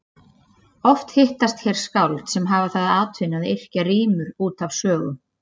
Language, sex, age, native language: Icelandic, female, 30-39, Icelandic